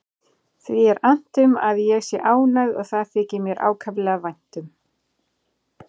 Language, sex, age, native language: Icelandic, female, 40-49, Icelandic